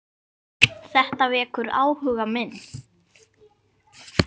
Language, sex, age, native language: Icelandic, female, 9, Icelandic